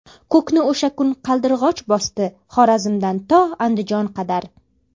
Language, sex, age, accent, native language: Uzbek, female, under 19, Farg'ona, Uzbek